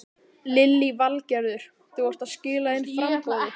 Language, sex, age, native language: Icelandic, male, 12, Icelandic